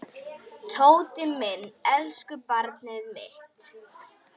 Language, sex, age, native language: Icelandic, female, 10, Icelandic